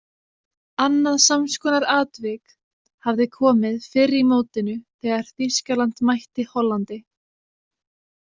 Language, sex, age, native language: Icelandic, female, 20-29, Icelandic